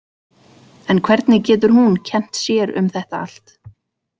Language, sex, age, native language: Icelandic, female, 40-49, Icelandic